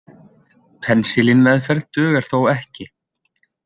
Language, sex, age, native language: Icelandic, male, 20-29, Icelandic